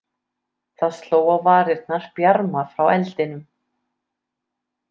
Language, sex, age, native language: Icelandic, female, 30-39, Icelandic